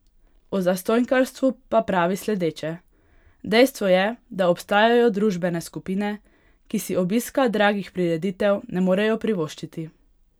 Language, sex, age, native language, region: Slovenian, female, 18-29, Hungarian, Pomurje region